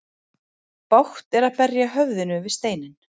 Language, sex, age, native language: Icelandic, female, 40-49, Icelandic